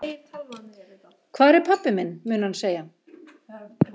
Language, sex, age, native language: Icelandic, female, 50-59, Icelandic